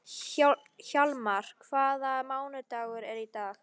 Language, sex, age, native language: Icelandic, female, 13, Icelandic